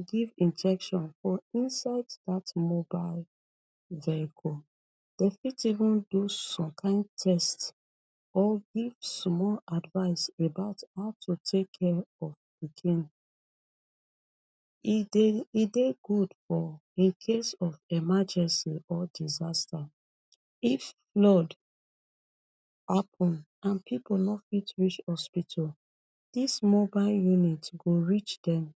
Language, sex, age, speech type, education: Nigerian Pidgin, female, 30-45, spontaneous, tertiary